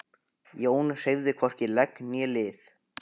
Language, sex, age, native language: Icelandic, male, 15, Icelandic